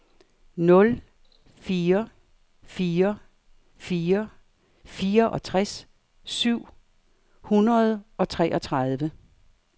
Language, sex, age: Danish, female, 58